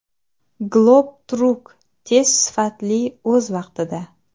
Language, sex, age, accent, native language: Uzbek, female, 19-29, Xorazm, Uzbek